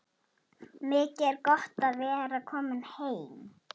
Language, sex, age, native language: Icelandic, male, 11, Icelandic